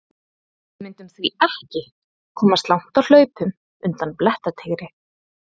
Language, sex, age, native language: Icelandic, female, 30-39, Icelandic